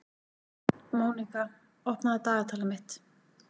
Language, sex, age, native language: Icelandic, female, 40-49, Icelandic